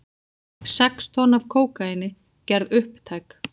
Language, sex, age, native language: Icelandic, female, 40-49, Icelandic